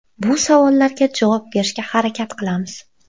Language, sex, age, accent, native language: Uzbek, female, 18-24, Xorazm, Uzbek